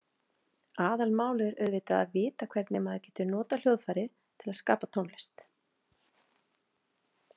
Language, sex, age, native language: Icelandic, female, 40-49, Icelandic